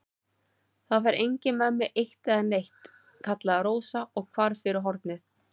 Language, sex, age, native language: Icelandic, female, 40-49, Icelandic